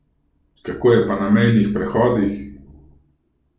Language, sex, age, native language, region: Slovenian, male, 30-49, Slovenian, Gorenjska region